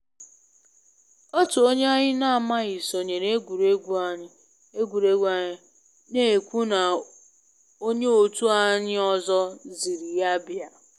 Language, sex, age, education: Igbo, female, 15-29, tertiary